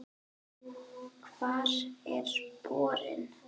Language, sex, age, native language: Icelandic, female, 9, Icelandic